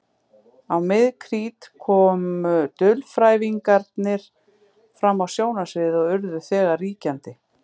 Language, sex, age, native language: Icelandic, female, 50-59, Icelandic